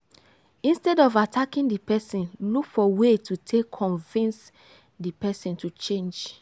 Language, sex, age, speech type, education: Nigerian Pidgin, female, 15-29, spontaneous, tertiary